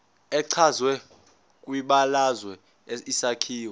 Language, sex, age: Zulu, male, 20